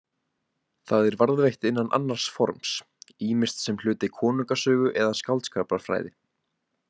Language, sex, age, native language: Icelandic, male, 18-19, Icelandic